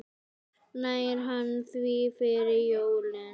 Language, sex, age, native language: Icelandic, female, 9, Icelandic